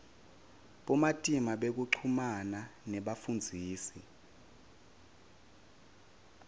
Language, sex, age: Swati, male, 21